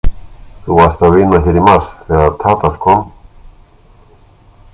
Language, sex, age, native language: Icelandic, male, 60-69, Icelandic